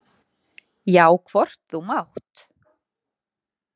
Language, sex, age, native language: Icelandic, female, 30-39, Icelandic